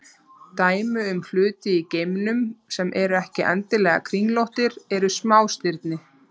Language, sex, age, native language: Icelandic, female, 30-39, Icelandic